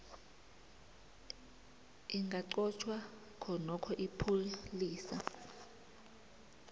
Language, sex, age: South Ndebele, female, 29